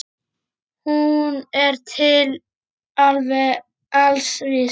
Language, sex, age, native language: Icelandic, male, 8, Icelandic